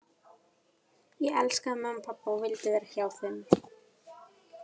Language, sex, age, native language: Icelandic, female, 11, Icelandic